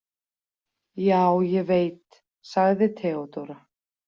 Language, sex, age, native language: Icelandic, female, 40-49, Icelandic